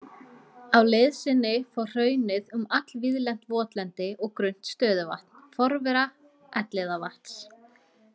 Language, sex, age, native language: Icelandic, female, 18-19, Icelandic